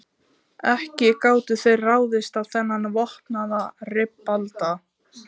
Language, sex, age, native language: Icelandic, female, 15, Icelandic